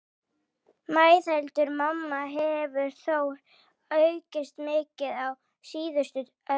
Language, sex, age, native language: Icelandic, female, 16, Icelandic